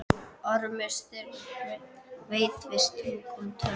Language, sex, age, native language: Icelandic, female, 12, Icelandic